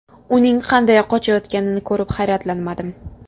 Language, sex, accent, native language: Uzbek, female, Samarqand, Uzbek